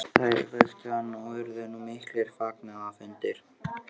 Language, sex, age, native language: Icelandic, male, 13, Icelandic